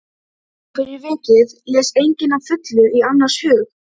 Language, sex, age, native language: Icelandic, female, 12, Icelandic